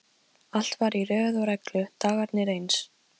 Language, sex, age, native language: Icelandic, female, 13, Polish